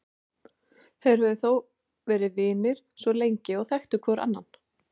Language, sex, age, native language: Icelandic, female, 40-49, Icelandic